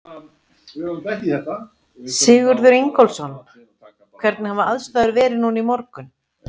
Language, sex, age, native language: Icelandic, female, 50-59, Icelandic